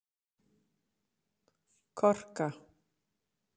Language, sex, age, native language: Icelandic, female, 50-59, Icelandic